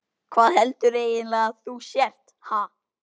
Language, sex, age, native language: Icelandic, male, 12, Icelandic